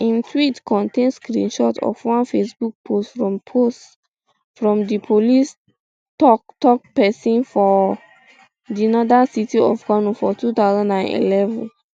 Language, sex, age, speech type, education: Nigerian Pidgin, female, 15-29, spontaneous, secondary